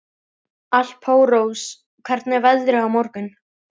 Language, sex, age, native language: Icelandic, male, 11, Icelandic